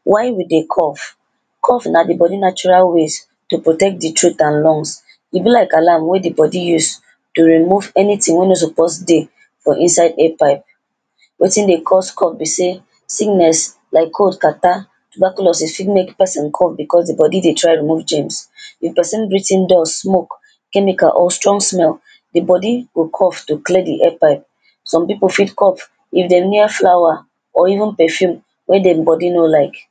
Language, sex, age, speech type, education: Nigerian Pidgin, female, 15-29, spontaneous, primary